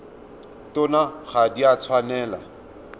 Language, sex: Tswana, male